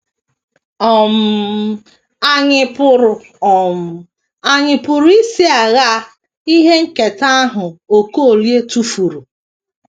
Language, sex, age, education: Igbo, female, 30-45, tertiary